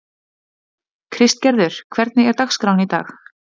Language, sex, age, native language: Icelandic, female, 20-29, Icelandic